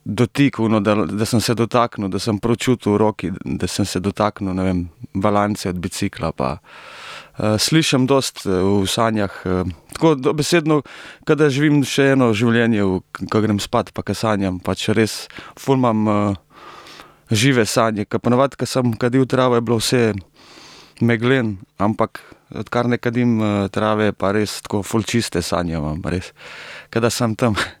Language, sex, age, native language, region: Slovenian, male, 30-49, Slovenian, Primorsko-notranjska region